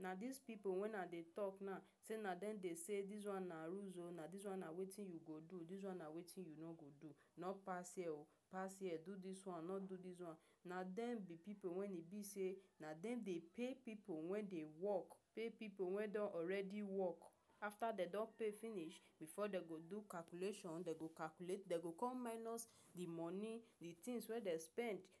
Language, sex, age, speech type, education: Nigerian Pidgin, female, 46-60, spontaneous, tertiary